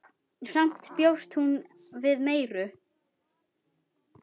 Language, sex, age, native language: Icelandic, female, 10, Icelandic